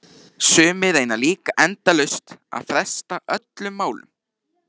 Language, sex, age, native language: Icelandic, male, 13, Icelandic